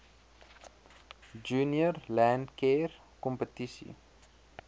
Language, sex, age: Afrikaans, male, 23